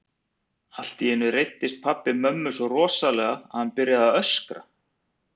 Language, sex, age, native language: Icelandic, male, 40-49, Icelandic